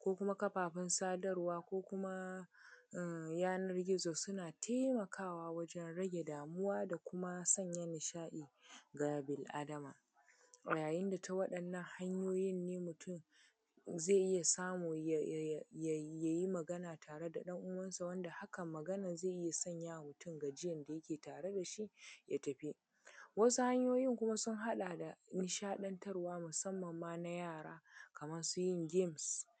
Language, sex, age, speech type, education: Hausa, female, 15-29, spontaneous, secondary